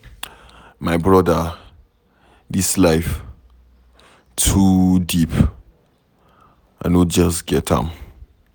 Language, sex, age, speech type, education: Nigerian Pidgin, male, 15-29, read, secondary